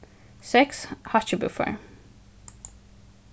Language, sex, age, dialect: Faroese, female, 15-35, Suðurstreymoy